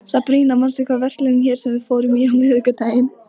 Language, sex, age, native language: Icelandic, female, 13, Icelandic